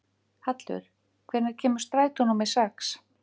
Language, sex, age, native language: Icelandic, female, 50-59, Icelandic